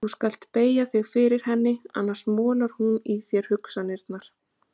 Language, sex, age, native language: Icelandic, female, 30-39, Icelandic